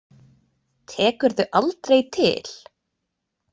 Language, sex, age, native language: Icelandic, female, 20-29, Icelandic